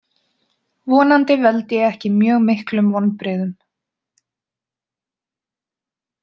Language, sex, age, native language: Icelandic, female, 20-29, Icelandic